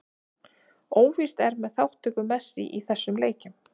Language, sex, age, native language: Icelandic, female, 30-39, Icelandic